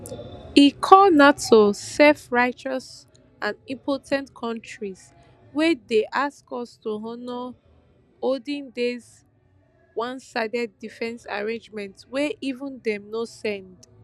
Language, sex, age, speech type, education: Nigerian Pidgin, female, 15-29, spontaneous, tertiary